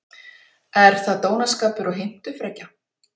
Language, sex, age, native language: Icelandic, female, 40-49, Icelandic